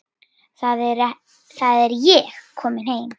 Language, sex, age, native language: Icelandic, female, 10, Icelandic